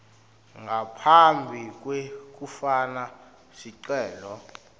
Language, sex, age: Swati, male, 21